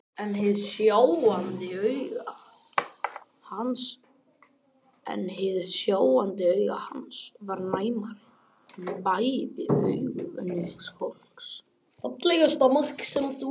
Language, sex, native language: Icelandic, other, Icelandic